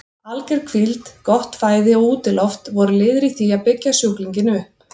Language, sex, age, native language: Icelandic, female, 30-39, Icelandic